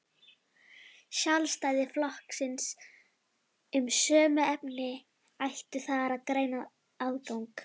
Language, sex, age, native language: Icelandic, female, 11, Icelandic